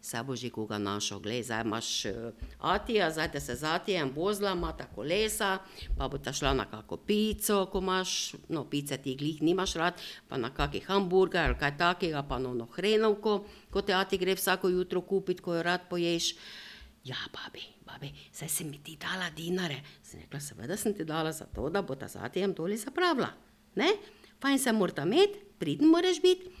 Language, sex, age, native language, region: Slovenian, female, 60+, Slovenian, Drava region